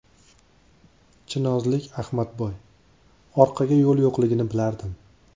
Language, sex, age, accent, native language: Uzbek, male, 25-34, Andijon, Uzbek